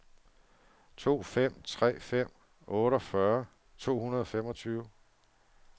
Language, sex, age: Danish, male, 47